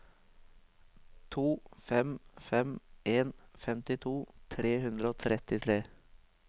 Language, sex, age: Norwegian, male, 23